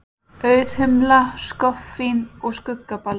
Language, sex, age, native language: Icelandic, female, 30-39, Icelandic